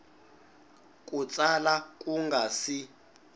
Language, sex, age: Tsonga, male, 19